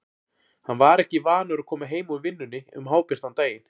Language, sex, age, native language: Icelandic, male, 40-49, Icelandic